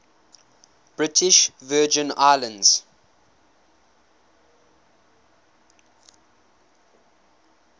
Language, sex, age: English, male, 19